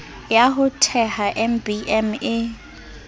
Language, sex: Southern Sotho, female